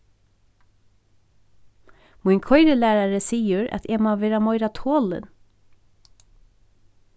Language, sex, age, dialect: Faroese, female, 36-60, Norðurstreymoy/Eysturoy